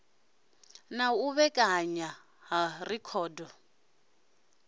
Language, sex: Venda, male